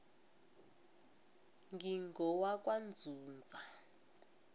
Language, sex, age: South Ndebele, female, 20